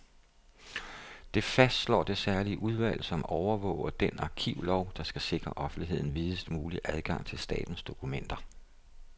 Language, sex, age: Danish, male, 57